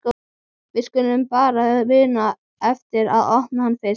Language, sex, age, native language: Icelandic, female, 12, Icelandic